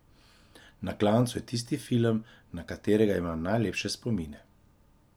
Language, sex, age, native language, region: Slovenian, male, 30-49, Slovenian, Drava region